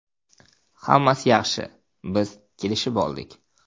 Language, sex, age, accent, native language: Uzbek, male, 19-29, Namangan, Uzbek